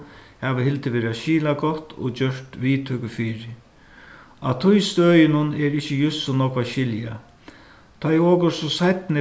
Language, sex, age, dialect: Faroese, male, 61+, Suðuroy